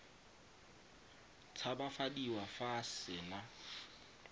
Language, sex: Tswana, male